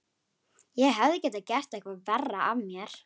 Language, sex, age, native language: Icelandic, female, 11, Icelandic